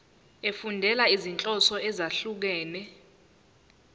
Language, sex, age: Zulu, female, 19